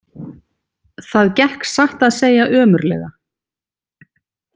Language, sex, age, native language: Icelandic, female, 40-49, Icelandic